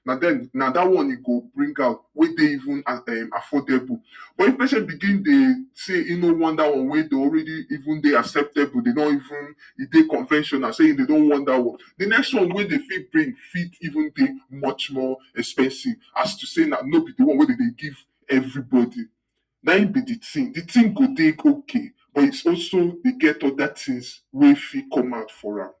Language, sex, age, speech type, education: Nigerian Pidgin, male, 46-60, spontaneous, tertiary